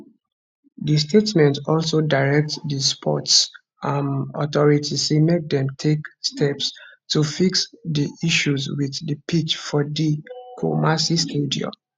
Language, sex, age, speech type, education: Nigerian Pidgin, male, 15-29, spontaneous, tertiary